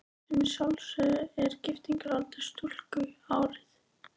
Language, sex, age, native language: Icelandic, female, 13, Icelandic